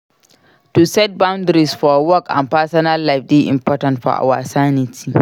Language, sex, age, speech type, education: Nigerian Pidgin, female, 46-60, read, secondary